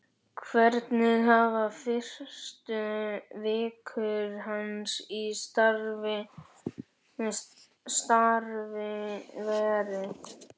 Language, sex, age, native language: Icelandic, male, 11, Icelandic